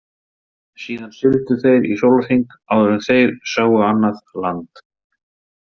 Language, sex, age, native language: Icelandic, male, 30-39, Icelandic